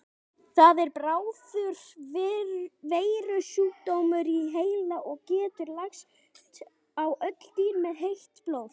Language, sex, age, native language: Icelandic, female, 60-69, Icelandic